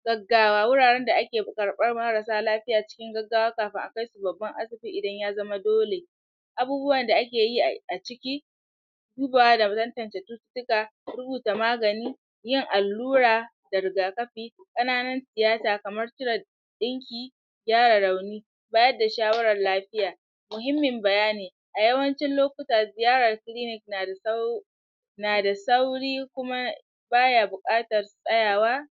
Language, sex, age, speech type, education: Hausa, male, 30-45, spontaneous, tertiary